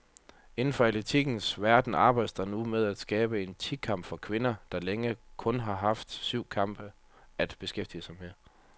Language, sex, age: Danish, male, 30